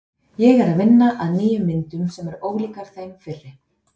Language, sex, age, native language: Icelandic, female, 30-39, Icelandic